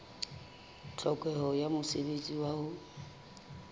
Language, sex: Southern Sotho, female